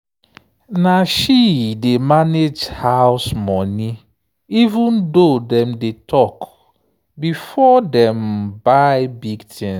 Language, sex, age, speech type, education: Nigerian Pidgin, male, 30-45, spontaneous, tertiary